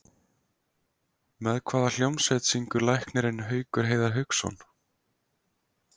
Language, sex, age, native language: Icelandic, male, 20-29, Icelandic